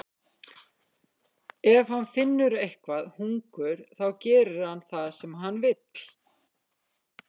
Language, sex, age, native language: Icelandic, female, 50-59, Icelandic